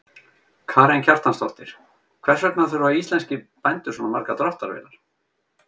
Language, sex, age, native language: Icelandic, male, 50-59, Icelandic